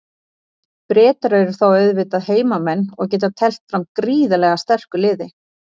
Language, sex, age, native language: Icelandic, female, 40-49, Icelandic